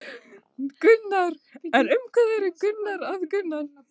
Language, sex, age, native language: Icelandic, female, 15, Icelandic